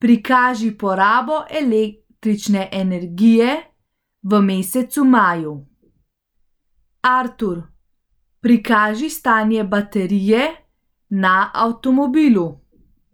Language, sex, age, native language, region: Slovenian, female, 18-29, Slovenian, Central Slovenia